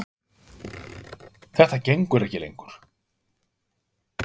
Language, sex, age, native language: Icelandic, male, 50-59, Icelandic